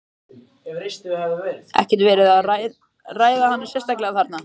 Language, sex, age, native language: Icelandic, male, 13, Icelandic